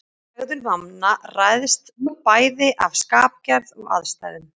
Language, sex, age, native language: Icelandic, female, 30-39, Icelandic